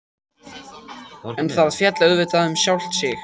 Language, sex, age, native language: Icelandic, male, 14, Icelandic